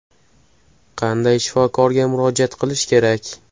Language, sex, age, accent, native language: Uzbek, male, 18-24, Toshkent shahri, Uzbek